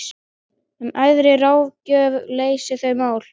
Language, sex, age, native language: Icelandic, male, 12, Icelandic